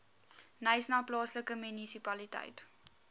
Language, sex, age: Afrikaans, female, 19